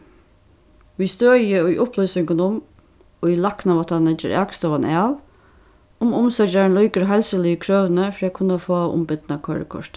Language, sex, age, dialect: Faroese, female, 36-60, Suðurstreymoy